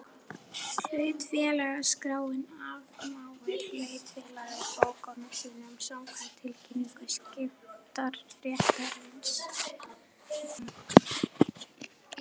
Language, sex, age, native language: Icelandic, female, 11, Icelandic